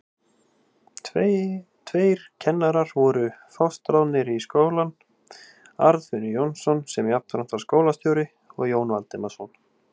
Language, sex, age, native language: Icelandic, male, 18-19, Icelandic